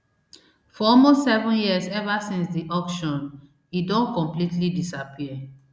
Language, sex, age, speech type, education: Nigerian Pidgin, female, 30-45, spontaneous, tertiary